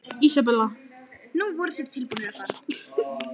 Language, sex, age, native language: Icelandic, female, 13, Icelandic